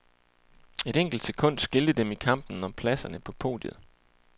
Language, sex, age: Danish, male, 28